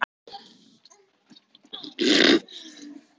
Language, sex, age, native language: Icelandic, female, 14, Icelandic